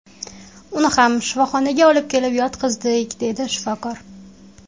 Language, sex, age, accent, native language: Uzbek, female, 19-29, Qashqadaryo, Uzbek